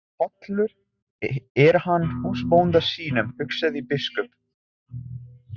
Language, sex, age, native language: Icelandic, male, 20-29, Italian